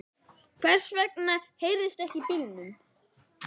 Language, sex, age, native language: Icelandic, male, 11, Icelandic